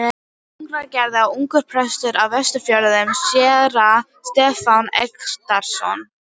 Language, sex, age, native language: Icelandic, female, 12, Icelandic